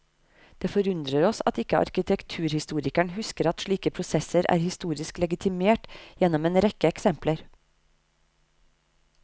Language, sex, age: Norwegian, female, 30